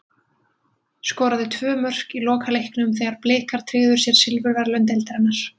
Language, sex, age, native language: Icelandic, female, 20-29, Icelandic